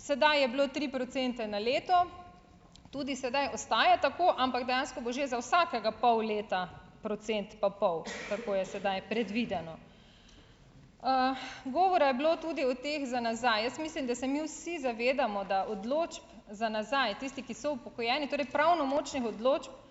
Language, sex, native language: Slovenian, female, Slovenian